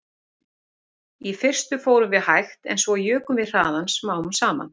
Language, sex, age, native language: Icelandic, female, 40-49, Icelandic